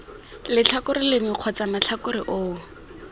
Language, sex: Tswana, female